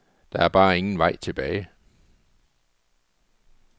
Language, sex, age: Danish, male, 44